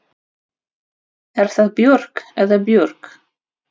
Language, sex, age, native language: Icelandic, female, 30-39, Russian